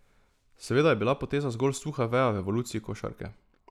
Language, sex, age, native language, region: Slovenian, male, 18-29, Slovenian, Drava region